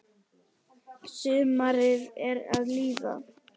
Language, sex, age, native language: Icelandic, male, 10, Icelandic